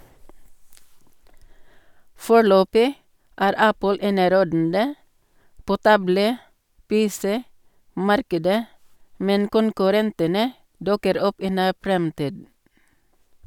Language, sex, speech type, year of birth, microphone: Norwegian, female, read, 1962, Sennheiser